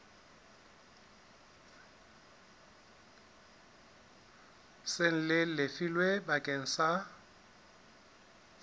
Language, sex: Southern Sotho, male